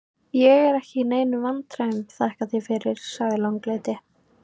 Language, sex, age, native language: Icelandic, female, 18-19, Icelandic